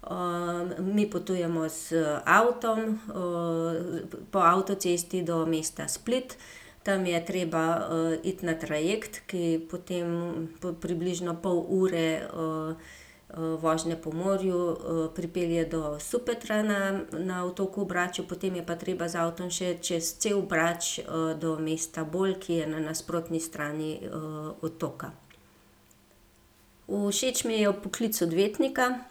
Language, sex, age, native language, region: Slovenian, female, 50-59, Slovenian, Gorenjska region